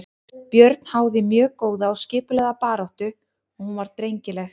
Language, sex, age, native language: Icelandic, female, 30-39, Icelandic